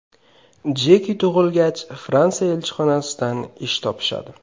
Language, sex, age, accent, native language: Uzbek, male, 18-24, Qashqadaryo, Uzbek